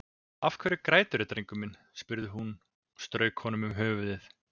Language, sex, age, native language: Icelandic, male, 20-29, Icelandic